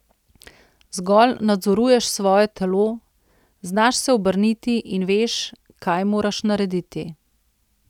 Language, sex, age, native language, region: Slovenian, female, 30-49, Slovenian, Central Slovenia